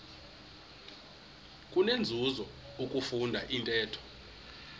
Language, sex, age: Xhosa, male, 21